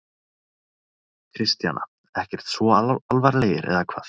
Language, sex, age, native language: Icelandic, male, 30-39, Icelandic